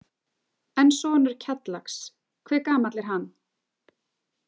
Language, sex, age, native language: Icelandic, female, 40-49, Icelandic